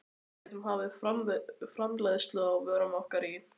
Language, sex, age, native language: Icelandic, male, 13, Icelandic